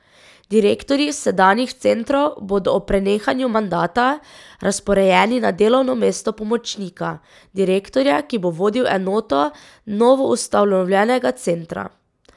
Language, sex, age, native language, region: Slovenian, female, 18-29, Slovenian, Drava region